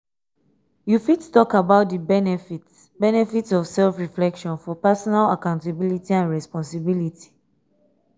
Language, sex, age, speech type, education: Nigerian Pidgin, female, 15-29, spontaneous, tertiary